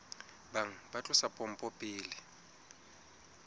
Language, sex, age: Southern Sotho, male, 20